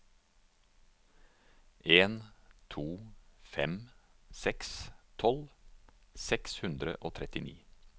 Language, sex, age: Norwegian, male, 49